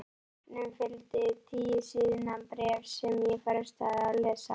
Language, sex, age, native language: Icelandic, female, 11, Icelandic